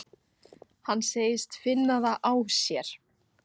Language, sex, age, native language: Icelandic, female, 15, Icelandic